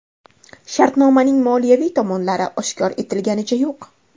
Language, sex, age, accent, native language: Uzbek, female, 25-34, Andijon, Uzbek